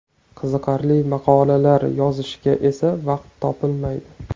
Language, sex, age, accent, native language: Uzbek, male, 18-24, Farg'ona, Uzbek